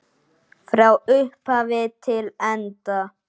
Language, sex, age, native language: Icelandic, male, 9, Icelandic